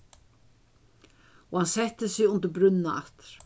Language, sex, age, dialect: Faroese, female, 61+, Suðurstreymoy